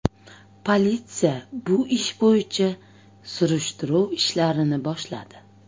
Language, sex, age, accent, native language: Uzbek, female, 25-34, Toshkent viloyati, Uzbek